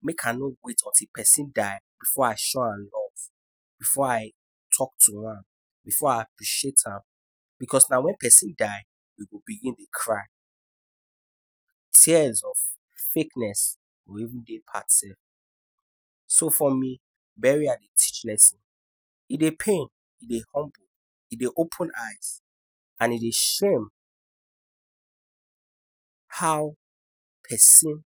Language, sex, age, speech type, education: Nigerian Pidgin, male, 15-29, spontaneous, tertiary